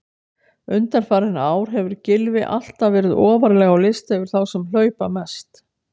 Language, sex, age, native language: Icelandic, female, 60-69, Icelandic